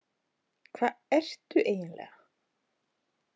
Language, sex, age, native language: Icelandic, female, 40-49, Icelandic